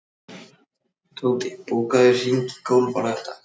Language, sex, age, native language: Icelandic, male, 14, Icelandic